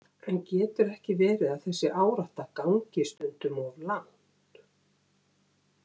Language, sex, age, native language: Icelandic, female, 50-59, Icelandic